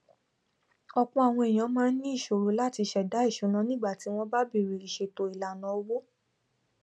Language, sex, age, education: Yoruba, female, 15-29, tertiary